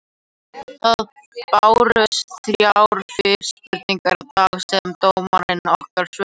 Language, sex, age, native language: Icelandic, other, 18-19, Icelandic